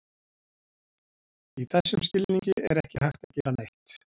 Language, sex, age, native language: Icelandic, male, 40-49, Icelandic